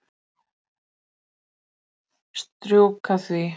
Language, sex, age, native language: Icelandic, male, 9, Icelandic